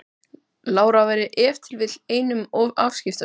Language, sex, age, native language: Icelandic, male, 12, Icelandic